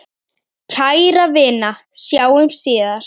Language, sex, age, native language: Icelandic, female, 10, Icelandic